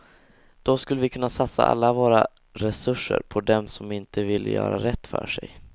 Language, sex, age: Swedish, male, 16